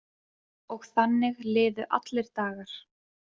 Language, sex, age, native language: Icelandic, female, 20-29, Icelandic